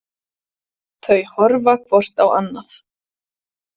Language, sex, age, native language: Icelandic, female, 40-49, Icelandic